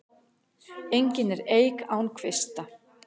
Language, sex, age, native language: Icelandic, female, 60-69, Icelandic